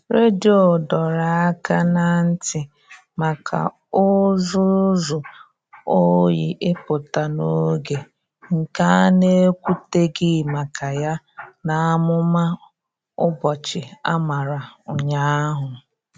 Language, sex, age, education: Igbo, female, 30-45, tertiary